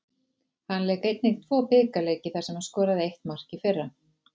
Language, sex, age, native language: Icelandic, female, 40-49, Icelandic